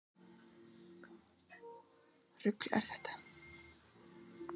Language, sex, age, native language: Icelandic, female, 40-49, Icelandic